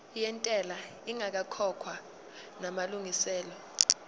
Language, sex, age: Zulu, female, 19